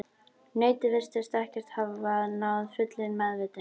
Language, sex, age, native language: Icelandic, female, 12, Icelandic